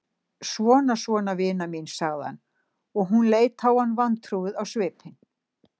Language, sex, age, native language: Icelandic, female, 60-69, Icelandic